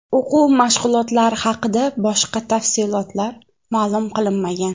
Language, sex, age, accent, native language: Uzbek, female, 25-34, Toshkent viloyati, Uzbek